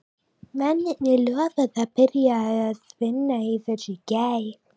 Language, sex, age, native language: Icelandic, male, 11, Icelandic